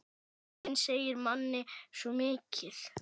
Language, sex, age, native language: Icelandic, female, 9, Icelandic